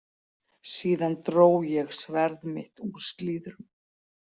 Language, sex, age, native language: Icelandic, female, 40-49, Icelandic